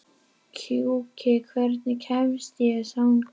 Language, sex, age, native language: Icelandic, female, 11, Icelandic